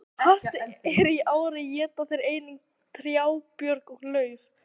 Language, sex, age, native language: Icelandic, female, 18-19, Icelandic